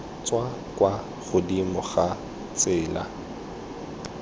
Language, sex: Tswana, male